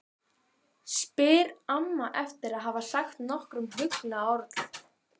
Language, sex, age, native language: Icelandic, female, 12, Icelandic